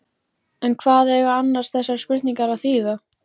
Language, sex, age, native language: Icelandic, female, 14, Icelandic